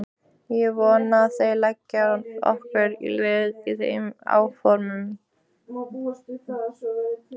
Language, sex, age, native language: Icelandic, female, 15, Icelandic